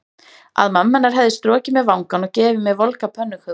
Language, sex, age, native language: Icelandic, female, 30-39, Icelandic